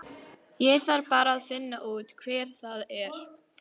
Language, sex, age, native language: Icelandic, female, 11, Icelandic